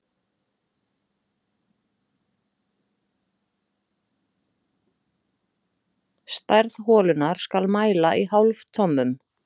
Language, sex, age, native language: Icelandic, female, 40-49, Icelandic